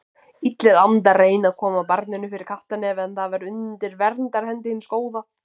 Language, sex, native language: Icelandic, female, Icelandic